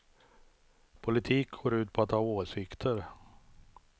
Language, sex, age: Swedish, male, 63